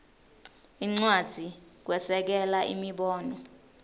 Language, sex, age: Swati, female, 19